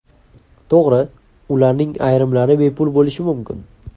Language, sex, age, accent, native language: Uzbek, male, 18-24, Andijon, Uzbek